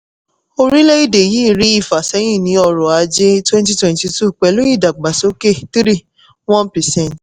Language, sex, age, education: Yoruba, female, 15-29, tertiary